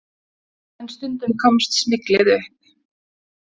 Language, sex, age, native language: Icelandic, female, 20-29, Icelandic